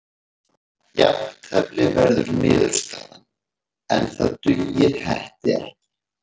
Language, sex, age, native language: Icelandic, male, 40-49, Icelandic